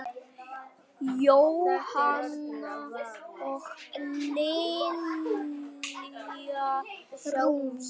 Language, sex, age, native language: Icelandic, male, 9, Icelandic